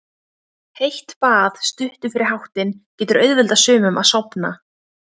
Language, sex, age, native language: Icelandic, female, 20-29, Icelandic